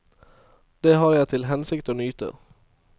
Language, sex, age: Norwegian, male, 22